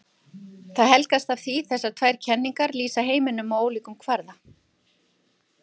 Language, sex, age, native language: Icelandic, female, 50-59, Icelandic